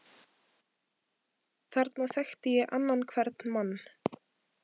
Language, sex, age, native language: Icelandic, female, 18-19, Icelandic